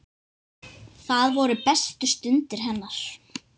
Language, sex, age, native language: Icelandic, other, 10, Icelandic